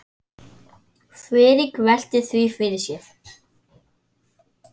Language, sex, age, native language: Icelandic, male, 9, Icelandic